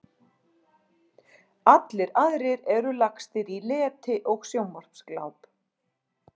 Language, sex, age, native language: Icelandic, female, 40-49, Icelandic